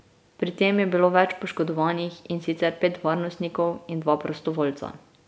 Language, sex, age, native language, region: Slovenian, female, 18-29, Slovenian, Drava region